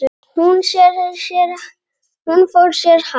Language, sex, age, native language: Icelandic, male, 8, Icelandic